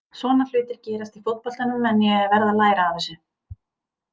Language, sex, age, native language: Icelandic, female, 30-39, Icelandic